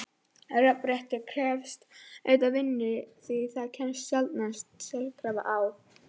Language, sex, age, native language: Icelandic, female, 11, Icelandic